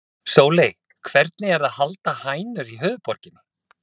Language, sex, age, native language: Icelandic, male, 30-39, Icelandic